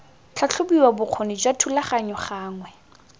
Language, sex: Tswana, female